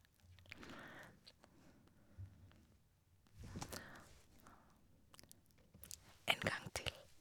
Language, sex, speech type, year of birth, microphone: Norwegian, female, spontaneous, 1983, Shure